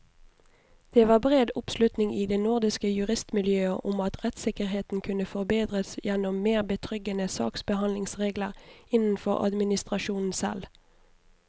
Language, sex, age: Norwegian, female, 29